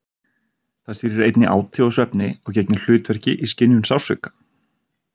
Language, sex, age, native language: Icelandic, male, 30-39, Icelandic